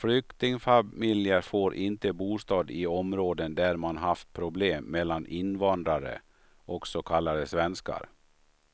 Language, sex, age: Swedish, male, 53